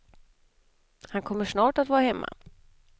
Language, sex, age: Swedish, female, 32